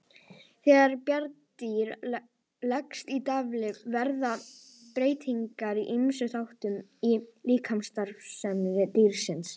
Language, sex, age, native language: Icelandic, female, 18-19, Icelandic